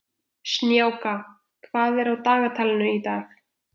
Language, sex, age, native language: Icelandic, male, 11, Icelandic